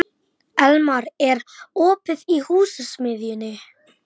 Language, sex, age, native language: Icelandic, male, 11, Icelandic